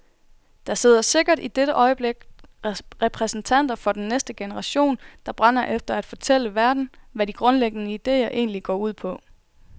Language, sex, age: Danish, female, 24